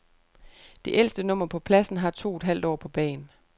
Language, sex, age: Danish, female, 28